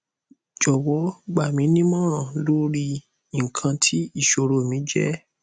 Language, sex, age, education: Yoruba, male, 15-29, tertiary